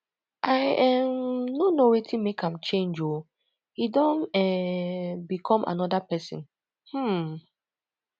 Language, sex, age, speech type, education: Nigerian Pidgin, female, 15-29, spontaneous, tertiary